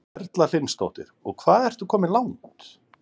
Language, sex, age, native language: Icelandic, male, 50-59, Icelandic